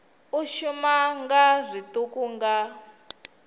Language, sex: Venda, female